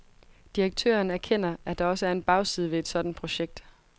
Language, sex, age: Danish, female, 22